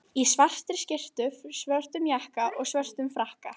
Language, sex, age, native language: Icelandic, female, 11, Icelandic